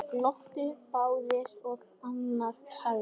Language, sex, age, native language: Icelandic, male, 10, Icelandic